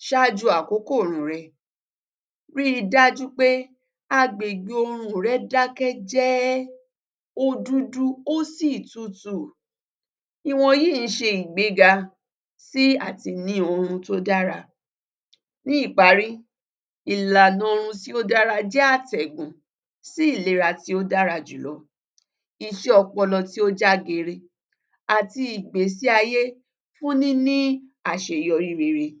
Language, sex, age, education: Yoruba, female, 30-45, tertiary